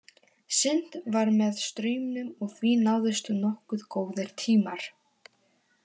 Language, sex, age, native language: Icelandic, female, 18-19, Polish